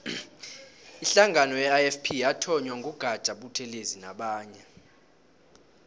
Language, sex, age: South Ndebele, male, 18